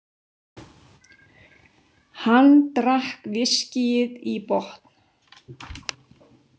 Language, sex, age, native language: Icelandic, female, 60-69, Icelandic